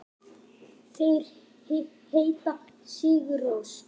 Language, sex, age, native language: Icelandic, male, 8, Icelandic